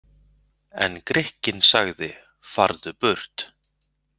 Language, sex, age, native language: Icelandic, male, 40-49, Icelandic